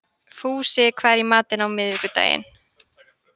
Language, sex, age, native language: Icelandic, female, 18-19, Icelandic